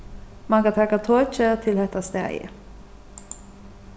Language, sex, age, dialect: Faroese, female, 36-60, Suðurstreymoy